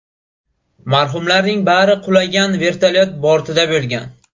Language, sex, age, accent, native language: Uzbek, male, 18-24, Buxoro, Uzbek